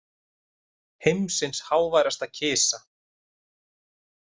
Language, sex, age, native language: Icelandic, male, 30-39, Icelandic